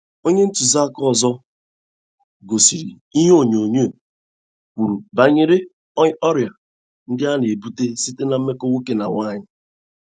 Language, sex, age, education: Igbo, male, 15-29, tertiary